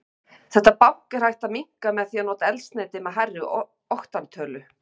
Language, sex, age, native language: Icelandic, female, 50-59, Icelandic